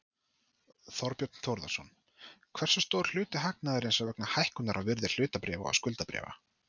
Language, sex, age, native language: Icelandic, male, 30-39, Icelandic